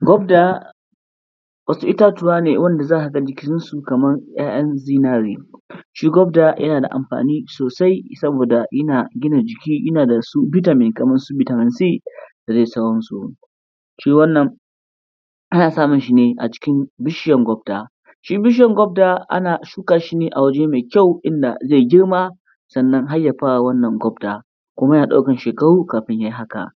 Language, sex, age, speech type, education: Hausa, male, 15-29, spontaneous, primary